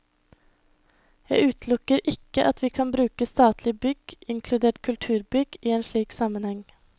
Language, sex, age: Norwegian, female, 21